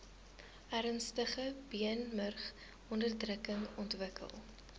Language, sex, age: Afrikaans, female, 19